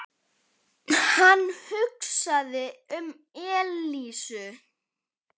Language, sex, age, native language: Icelandic, male, 10, Icelandic